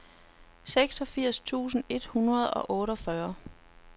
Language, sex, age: Danish, female, 33